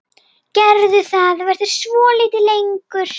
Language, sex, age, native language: Icelandic, female, 40-49, Icelandic